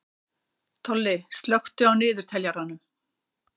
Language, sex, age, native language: Icelandic, female, 60-69, Icelandic